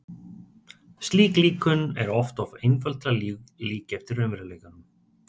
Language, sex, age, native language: Icelandic, male, 30-39, Icelandic